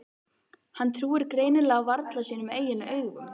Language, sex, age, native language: Icelandic, female, 13, Icelandic